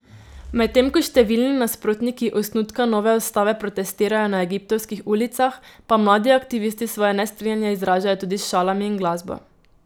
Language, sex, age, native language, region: Slovenian, female, 18-29, Slovenian, Drava region